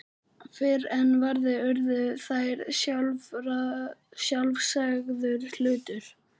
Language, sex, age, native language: Icelandic, male, 11, Icelandic